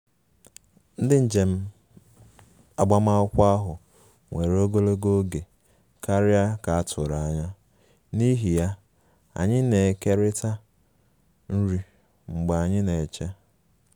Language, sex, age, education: Igbo, male, 15-29, tertiary